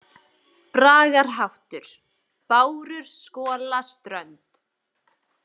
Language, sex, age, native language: Icelandic, female, 20-29, Icelandic